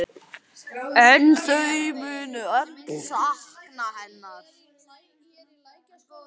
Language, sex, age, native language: Icelandic, male, 11, Icelandic